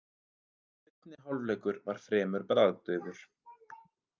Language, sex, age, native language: Icelandic, male, 30-39, Icelandic